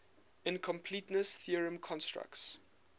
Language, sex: English, male